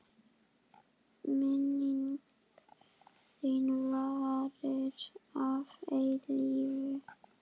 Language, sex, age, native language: Icelandic, female, 9, Icelandic